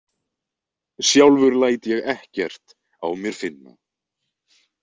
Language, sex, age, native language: Icelandic, male, 20-29, Icelandic